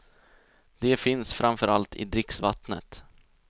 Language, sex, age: Swedish, male, 20